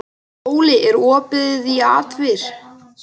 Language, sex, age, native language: Icelandic, male, 12, Icelandic